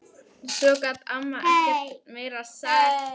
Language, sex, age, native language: Icelandic, female, 12, Icelandic